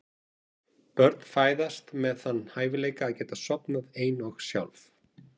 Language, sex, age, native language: Icelandic, male, 40-49, Icelandic